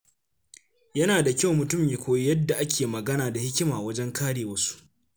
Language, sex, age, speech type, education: Hausa, male, 15-29, read, secondary